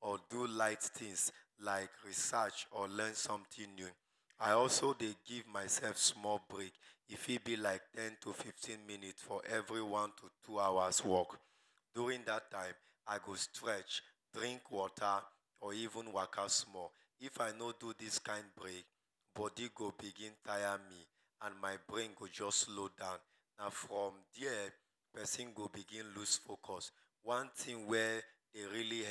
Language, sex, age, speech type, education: Nigerian Pidgin, male, 30-45, spontaneous, tertiary